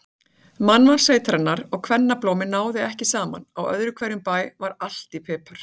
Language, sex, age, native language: Icelandic, female, 40-49, Icelandic